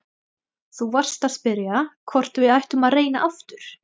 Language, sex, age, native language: Icelandic, female, 20-29, Thai